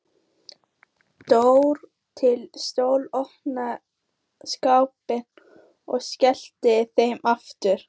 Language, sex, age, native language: Icelandic, female, 14, Icelandic